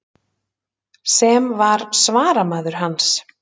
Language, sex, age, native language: Icelandic, female, 30-39, Icelandic